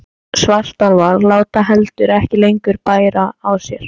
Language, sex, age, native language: Icelandic, male, 14, Icelandic